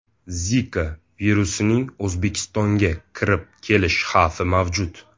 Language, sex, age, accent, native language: Uzbek, male, 18-24, Toshkent shahri, Uzbek